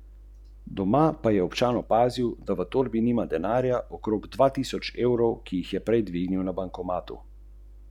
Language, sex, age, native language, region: Slovenian, male, 30-49, Slovenian, Central Slovenia